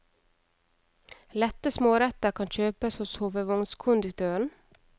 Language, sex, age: Norwegian, female, 31